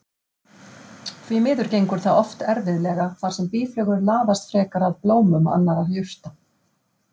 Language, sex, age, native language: Icelandic, female, 50-59, Icelandic